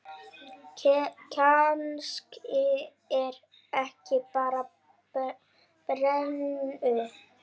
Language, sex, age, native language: Icelandic, female, 9, Icelandic